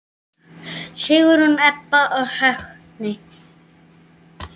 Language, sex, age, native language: Icelandic, male, 7, Icelandic